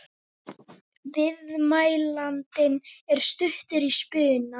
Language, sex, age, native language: Icelandic, female, 18-19, Icelandic